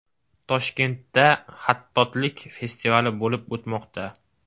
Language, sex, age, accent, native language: Uzbek, male, 18-24, Farg'ona, Uzbek